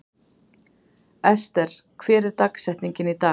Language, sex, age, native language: Icelandic, female, 40-49, Icelandic